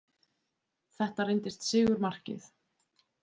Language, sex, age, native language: Icelandic, female, 20-29, Icelandic